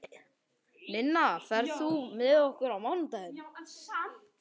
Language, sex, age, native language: Icelandic, male, 11, Icelandic